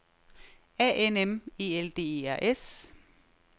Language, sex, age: Danish, female, 36